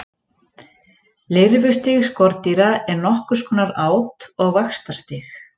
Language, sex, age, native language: Icelandic, female, 40-49, Icelandic